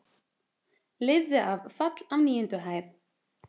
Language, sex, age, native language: Icelandic, female, 30-39, Icelandic